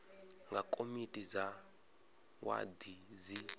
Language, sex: Venda, male